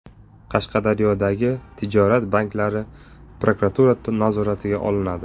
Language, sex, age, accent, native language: Uzbek, male, 25-34, Surxondaryo, Uzbek